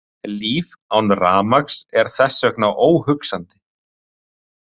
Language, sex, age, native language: Icelandic, male, 30-39, Icelandic